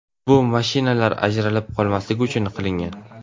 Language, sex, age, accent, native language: Uzbek, male, 19-29, Navoiy, Uzbek